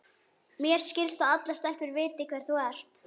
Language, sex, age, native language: Icelandic, male, 11, Icelandic